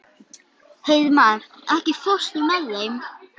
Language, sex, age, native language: Icelandic, female, 11, Icelandic